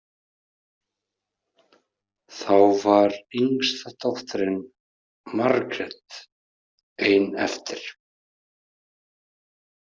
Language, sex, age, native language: Icelandic, male, 30-39, Icelandic